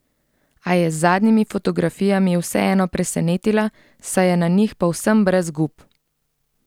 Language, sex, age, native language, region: Slovenian, female, 30-49, Slovenian, Central Slovenia